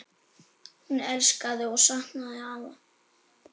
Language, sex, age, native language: Icelandic, male, 8, Icelandic